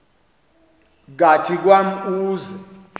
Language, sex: Xhosa, male